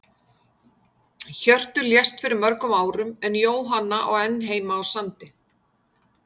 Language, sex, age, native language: Icelandic, female, 50-59, Icelandic